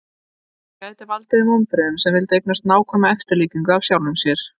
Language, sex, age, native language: Icelandic, female, 30-39, Icelandic